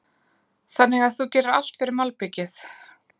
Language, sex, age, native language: Icelandic, female, 20-29, Icelandic